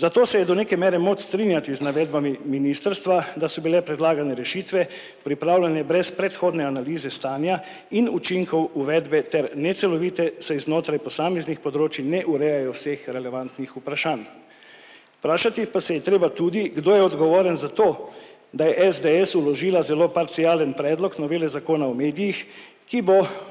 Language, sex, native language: Slovenian, male, Slovenian